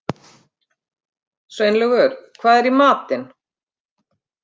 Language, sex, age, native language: Icelandic, female, 50-59, Icelandic